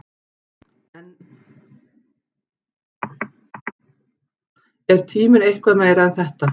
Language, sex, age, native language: Icelandic, female, 40-49, Icelandic